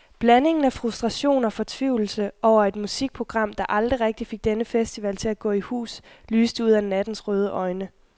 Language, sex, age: Danish, female, 21